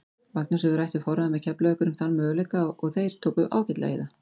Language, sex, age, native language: Icelandic, female, 40-49, Icelandic